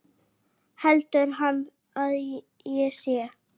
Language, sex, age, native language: Icelandic, female, 8, Icelandic